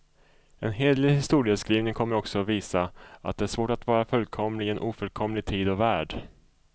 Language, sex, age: Swedish, male, 34